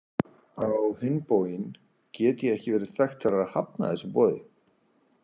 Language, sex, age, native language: Icelandic, male, 40-49, Icelandic